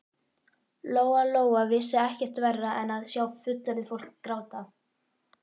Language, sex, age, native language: Icelandic, female, 11, Icelandic